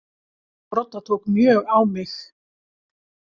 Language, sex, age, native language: Icelandic, female, 50-59, Icelandic